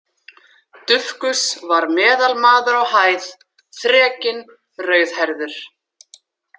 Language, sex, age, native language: Icelandic, female, 40-49, Icelandic